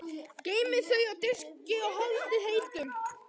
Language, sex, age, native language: Icelandic, male, 11, Icelandic